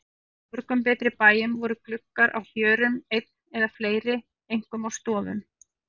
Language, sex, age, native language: Icelandic, female, 40-49, Icelandic